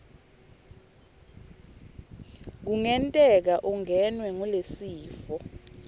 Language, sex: Swati, female